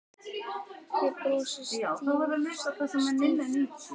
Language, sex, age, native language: Icelandic, male, 10, Icelandic